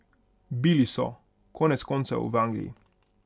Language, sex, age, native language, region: Slovenian, male, 18-29, Hungarian, Pomurje region